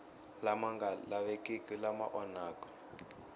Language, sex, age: Tsonga, male, 18